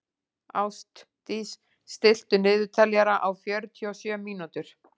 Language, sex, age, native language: Icelandic, female, 40-49, Icelandic